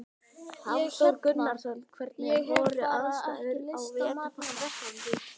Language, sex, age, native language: Icelandic, male, 12, Icelandic